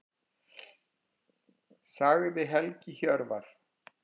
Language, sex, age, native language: Icelandic, male, 50-59, Icelandic